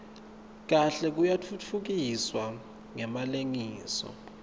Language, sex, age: Swati, male, 19